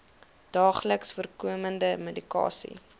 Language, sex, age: Afrikaans, female, 22